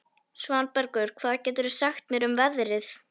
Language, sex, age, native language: Icelandic, female, 11, Icelandic